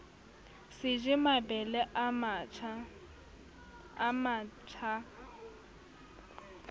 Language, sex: Southern Sotho, female